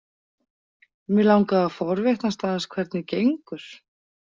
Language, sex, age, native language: Icelandic, female, 40-49, Icelandic